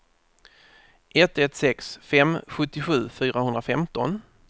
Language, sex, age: Swedish, male, 30